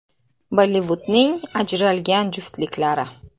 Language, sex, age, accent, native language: Uzbek, female, 35+, Andijon, Uzbek